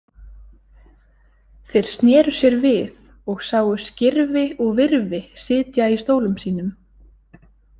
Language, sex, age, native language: Icelandic, female, 20-29, Icelandic